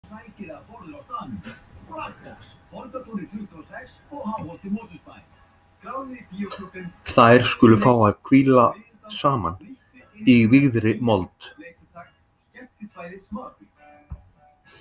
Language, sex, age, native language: Icelandic, male, 50-59, Icelandic